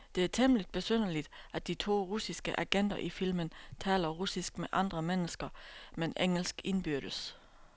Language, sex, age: Danish, female, 32